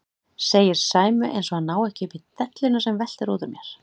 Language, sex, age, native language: Icelandic, female, 30-39, Icelandic